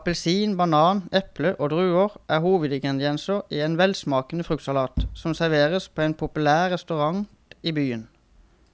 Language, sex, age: Norwegian, male, 31